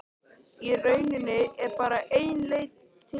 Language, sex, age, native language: Icelandic, male, 13, Icelandic